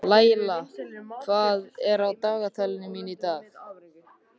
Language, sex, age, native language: Icelandic, male, 13, Icelandic